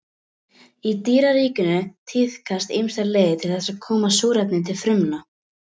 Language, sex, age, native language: Icelandic, female, 18-19, Icelandic